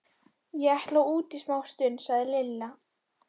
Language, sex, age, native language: Icelandic, female, 12, Icelandic